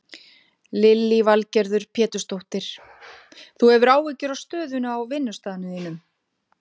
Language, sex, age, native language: Icelandic, female, 50-59, Icelandic